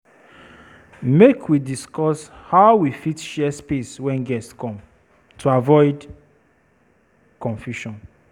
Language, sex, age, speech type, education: Nigerian Pidgin, female, 30-45, spontaneous, tertiary